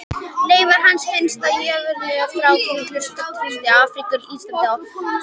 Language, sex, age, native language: Icelandic, female, 18-19, Icelandic